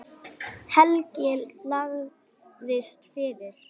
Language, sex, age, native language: Icelandic, male, 8, Icelandic